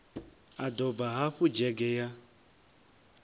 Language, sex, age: Venda, male, 23